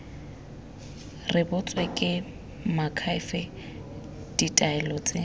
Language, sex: Tswana, female